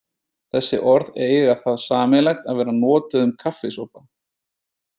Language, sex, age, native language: Icelandic, male, 30-39, Icelandic